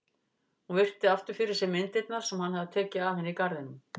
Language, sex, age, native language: Icelandic, female, 50-59, Icelandic